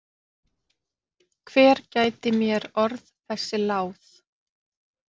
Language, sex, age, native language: Icelandic, female, 40-49, Icelandic